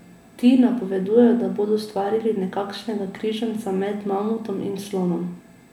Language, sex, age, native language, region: Slovenian, female, 18-29, Slovenian, Drava region